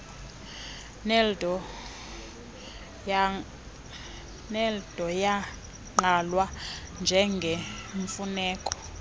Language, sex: Xhosa, female